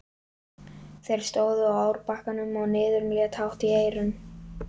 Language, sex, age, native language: Icelandic, male, 11, Icelandic